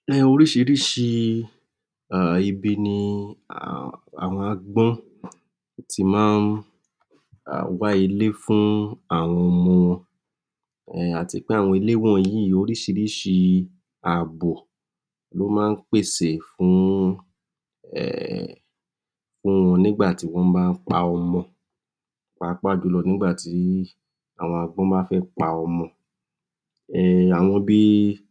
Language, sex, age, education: Yoruba, male, 46-60, tertiary